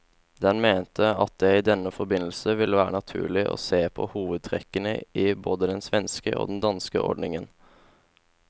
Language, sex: Norwegian, male